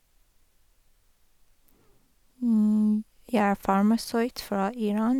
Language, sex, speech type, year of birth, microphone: Norwegian, female, spontaneous, 1985, Sennheiser